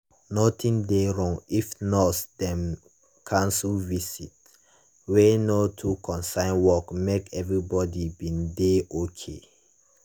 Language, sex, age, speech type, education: Nigerian Pidgin, male, 15-29, spontaneous, tertiary